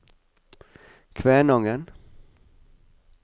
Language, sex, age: Norwegian, male, 45